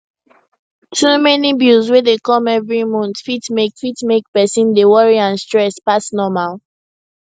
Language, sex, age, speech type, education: Nigerian Pidgin, female, 15-29, spontaneous, secondary